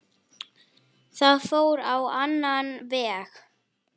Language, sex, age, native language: Icelandic, female, 9, Icelandic